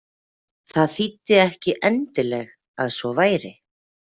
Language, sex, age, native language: Icelandic, female, 40-49, Icelandic